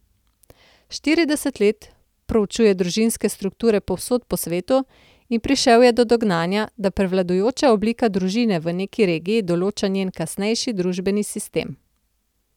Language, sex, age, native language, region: Slovenian, female, 30-49, Slovenian, Central Slovenia